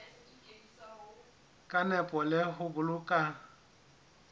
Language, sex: Southern Sotho, male